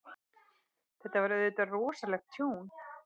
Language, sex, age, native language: Icelandic, female, 30-39, Icelandic